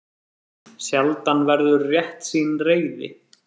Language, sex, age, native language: Icelandic, male, 30-39, Icelandic